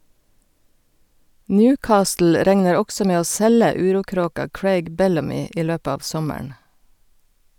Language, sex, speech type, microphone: Norwegian, female, read, Sennheiser